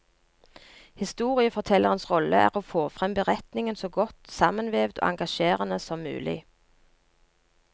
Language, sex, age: Norwegian, female, 39